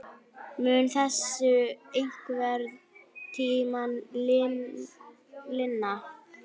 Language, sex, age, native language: Icelandic, female, 9, Icelandic